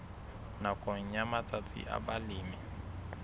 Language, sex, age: Southern Sotho, male, 21